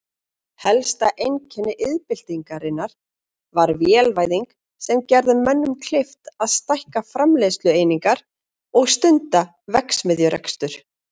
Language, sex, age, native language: Icelandic, female, 40-49, Icelandic